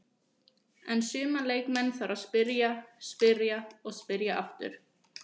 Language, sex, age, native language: Icelandic, female, 20-29, Icelandic